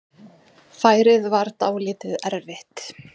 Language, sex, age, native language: Icelandic, male, 9, Icelandic